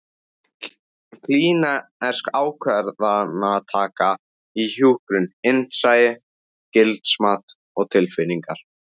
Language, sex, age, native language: Icelandic, male, 14, Icelandic